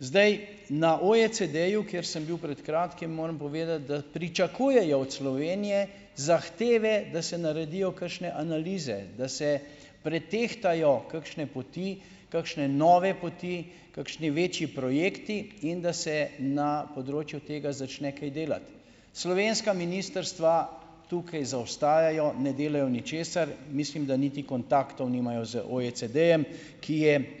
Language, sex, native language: Slovenian, male, Slovenian